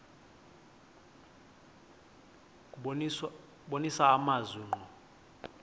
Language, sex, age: Xhosa, male, 20